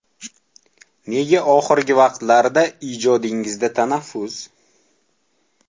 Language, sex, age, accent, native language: Uzbek, male, 18-24, Toshkent viloyati, Uzbek